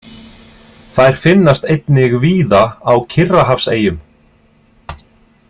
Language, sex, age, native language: Icelandic, male, 30-39, Icelandic